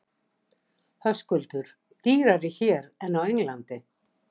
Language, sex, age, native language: Icelandic, female, 60-69, Icelandic